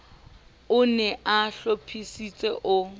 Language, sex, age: Southern Sotho, female, 29